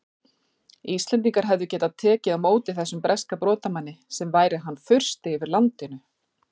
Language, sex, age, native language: Icelandic, female, 40-49, Icelandic